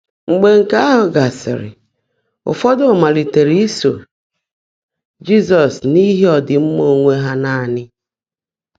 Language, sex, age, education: Igbo, female, 30-45, tertiary